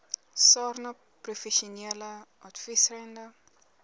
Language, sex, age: Afrikaans, female, 18